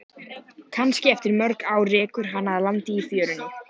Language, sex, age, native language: Icelandic, male, 14, Icelandic